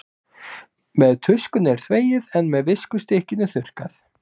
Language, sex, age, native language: Icelandic, male, 20-29, Icelandic